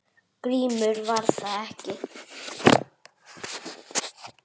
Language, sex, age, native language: Icelandic, female, 7, Icelandic